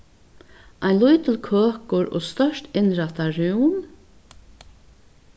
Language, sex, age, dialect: Faroese, female, 61+, Vágar